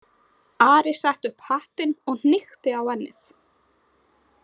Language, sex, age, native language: Icelandic, female, 20-29, Icelandic